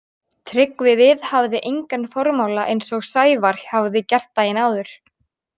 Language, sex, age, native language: Icelandic, female, 18-19, Icelandic